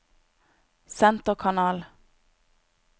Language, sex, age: Norwegian, female, 26